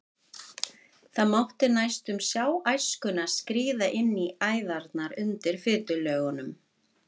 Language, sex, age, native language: Icelandic, female, 50-59, Icelandic